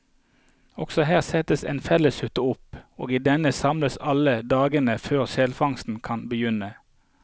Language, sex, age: Norwegian, male, 48